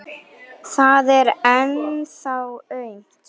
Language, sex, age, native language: Icelandic, female, 9, Icelandic